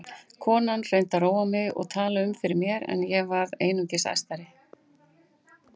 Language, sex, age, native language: Icelandic, female, 40-49, Icelandic